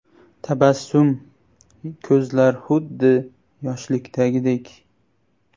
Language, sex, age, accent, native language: Uzbek, male, 18-24, Andijon, Uzbek